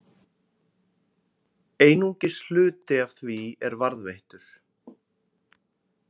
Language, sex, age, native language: Icelandic, male, 20-29, Icelandic